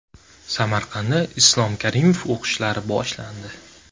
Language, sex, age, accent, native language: Uzbek, male, 18-24, Jizzax, Uzbek